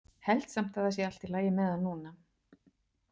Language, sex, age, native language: Icelandic, female, 40-49, Icelandic